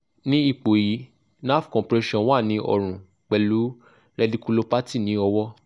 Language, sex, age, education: Yoruba, male, 15-29, tertiary